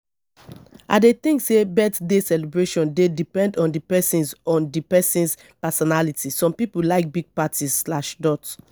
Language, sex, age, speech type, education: Nigerian Pidgin, female, 30-45, spontaneous, tertiary